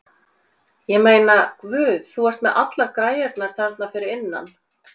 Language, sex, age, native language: Icelandic, female, 40-49, Icelandic